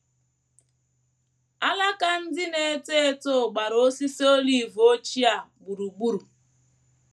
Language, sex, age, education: Igbo, female, 15-29, tertiary